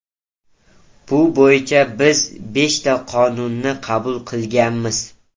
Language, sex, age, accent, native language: Uzbek, male, 18-24, Toshkent viloyati, Uzbek